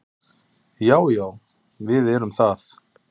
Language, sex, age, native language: Icelandic, male, 30-39, Icelandic